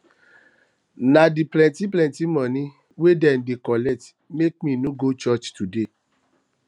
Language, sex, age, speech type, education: Nigerian Pidgin, male, 30-45, spontaneous, tertiary